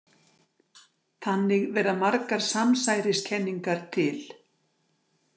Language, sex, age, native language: Icelandic, female, 60-69, Icelandic